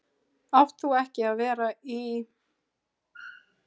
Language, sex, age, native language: Icelandic, female, 40-49, Icelandic